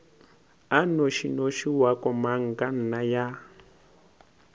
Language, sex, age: Northern Sotho, male, 19